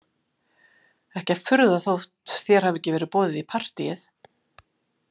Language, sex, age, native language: Icelandic, female, 50-59, Icelandic